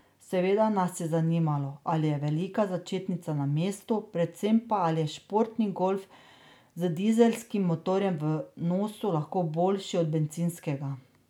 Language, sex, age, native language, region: Slovenian, female, 30-49, Slovenian, Drava region